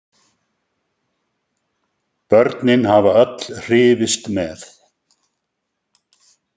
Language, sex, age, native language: Icelandic, male, 70-79, Icelandic